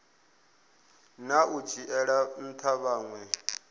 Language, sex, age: Venda, male, 22